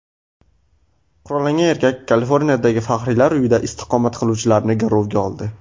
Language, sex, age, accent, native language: Uzbek, male, under 19, Farg'ona, Uzbek